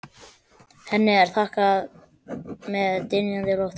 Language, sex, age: Icelandic, male, 12